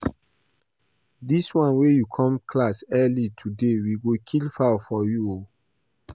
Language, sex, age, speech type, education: Nigerian Pidgin, male, 15-29, read, primary